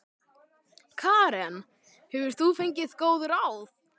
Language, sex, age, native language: Icelandic, male, 12, Icelandic